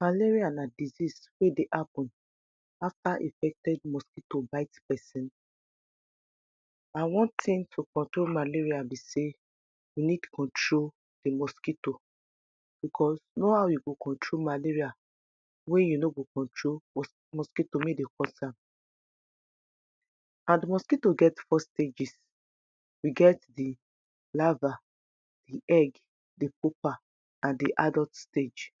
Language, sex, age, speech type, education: Nigerian Pidgin, female, 30-45, spontaneous, tertiary